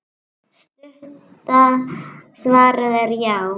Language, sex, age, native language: Icelandic, female, 9, Icelandic